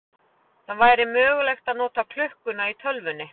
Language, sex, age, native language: Icelandic, female, 40-49, Icelandic